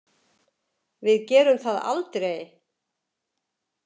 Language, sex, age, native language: Icelandic, female, 70-79, Icelandic